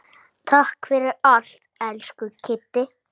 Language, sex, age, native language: Icelandic, male, 8, Icelandic